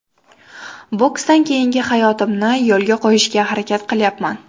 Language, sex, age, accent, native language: Uzbek, female, 18-24, Toshkent shahri, Uzbek